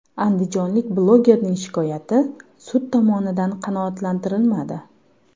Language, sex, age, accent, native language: Uzbek, female, 19-29, Farg'ona, Uzbek